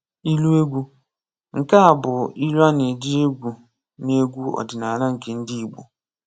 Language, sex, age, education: Igbo, male, 15-29, tertiary